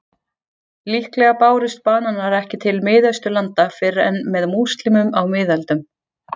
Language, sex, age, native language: Icelandic, female, 40-49, Icelandic